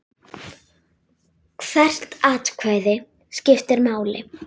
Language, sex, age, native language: Icelandic, female, 8, Icelandic